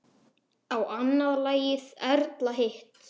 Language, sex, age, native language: Icelandic, male, 10, Icelandic